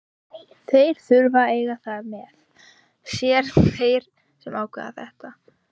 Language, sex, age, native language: Icelandic, female, 16, Icelandic